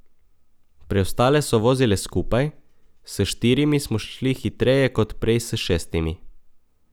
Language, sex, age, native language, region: Slovenian, male, 18-29, Slovenian, Coastal Karst region